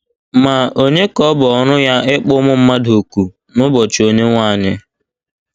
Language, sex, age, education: Igbo, male, 15-29, tertiary